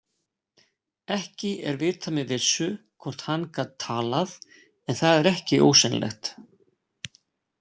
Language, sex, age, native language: Icelandic, male, 40-49, Icelandic